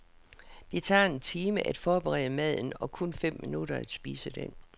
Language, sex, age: Danish, female, 67